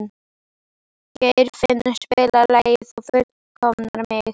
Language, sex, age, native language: Icelandic, female, 11, Icelandic